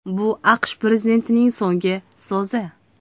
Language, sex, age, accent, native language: Uzbek, female, 25-34, Toshkent viloyati, Uzbek